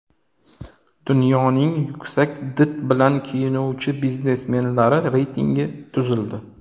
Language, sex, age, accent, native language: Uzbek, male, 30-39, Toshkent shahri, Uzbek